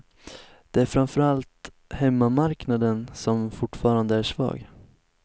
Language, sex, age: Swedish, male, 19